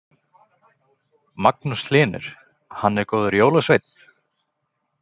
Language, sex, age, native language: Icelandic, male, 20-29, Icelandic